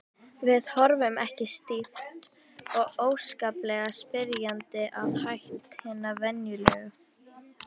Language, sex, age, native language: Icelandic, male, 18-19, Icelandic